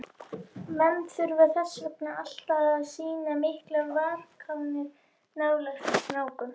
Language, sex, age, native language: Icelandic, female, 21, Icelandic